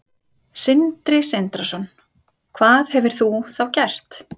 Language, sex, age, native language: Icelandic, female, 30-39, Icelandic